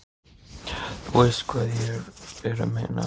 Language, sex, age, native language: Icelandic, male, 14, Icelandic